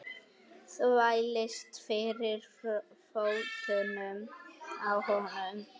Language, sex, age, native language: Icelandic, male, 8, Icelandic